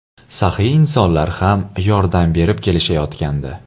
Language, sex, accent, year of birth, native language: Uzbek, male, Andijon, 1999, Uzbek